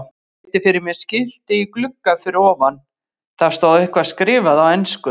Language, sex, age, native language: Icelandic, female, 40-49, Icelandic